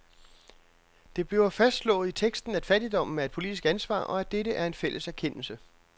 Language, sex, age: Danish, male, 42